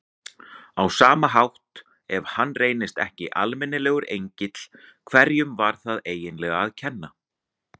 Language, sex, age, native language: Icelandic, male, 40-49, Icelandic